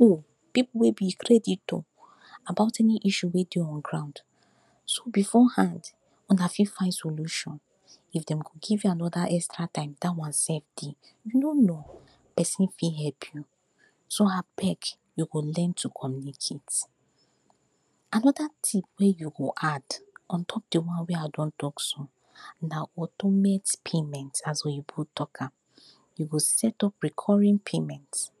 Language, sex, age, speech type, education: Nigerian Pidgin, female, 46-60, spontaneous, tertiary